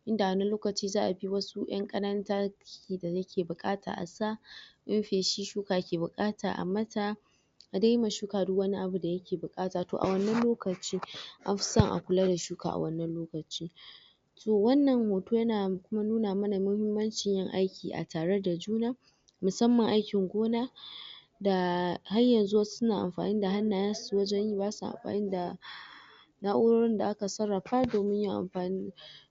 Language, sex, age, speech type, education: Hausa, female, 46-60, spontaneous, tertiary